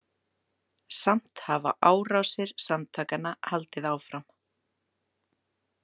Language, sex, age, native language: Icelandic, female, 30-39, Icelandic